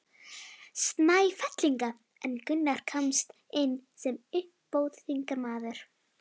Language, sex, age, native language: Icelandic, female, 11, Icelandic